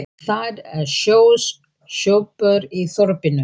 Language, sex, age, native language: Icelandic, female, 40-49, Icelandic